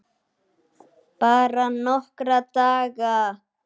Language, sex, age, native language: Icelandic, male, 9, Icelandic